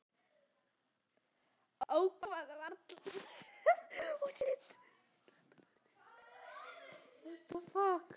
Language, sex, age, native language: Icelandic, female, 18-19, Icelandic